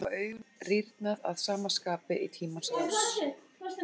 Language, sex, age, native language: Icelandic, female, 40-49, Icelandic